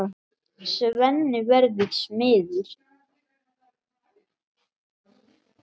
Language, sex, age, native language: Icelandic, male, 8, Icelandic